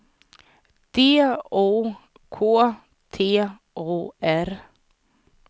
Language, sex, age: Swedish, female, 30